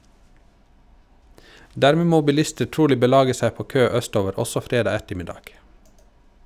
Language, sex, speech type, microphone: Norwegian, male, read, Shure